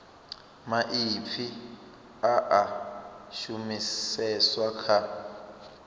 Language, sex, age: Venda, male, 27